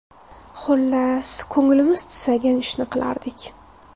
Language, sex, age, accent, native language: Uzbek, female, 19-29, Toshkent viloyati, Uzbek